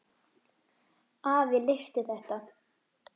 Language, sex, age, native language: Icelandic, female, 10, Icelandic